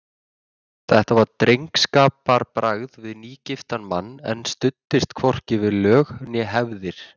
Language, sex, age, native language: Icelandic, male, 20-29, Icelandic